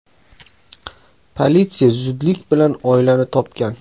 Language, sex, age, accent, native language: Uzbek, male, 25-34, Toshkent shahri, Uzbek